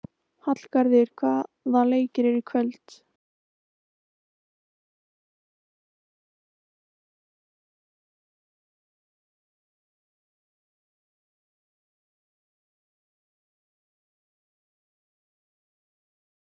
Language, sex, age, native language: Icelandic, female, 15, Icelandic